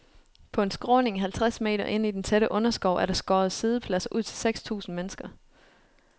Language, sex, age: Danish, female, 29